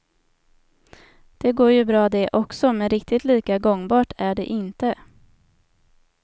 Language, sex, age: Swedish, female, 27